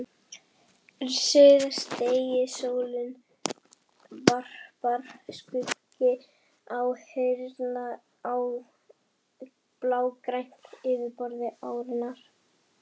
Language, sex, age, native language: Icelandic, female, 11, Icelandic